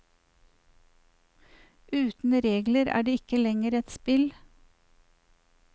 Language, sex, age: Norwegian, female, 54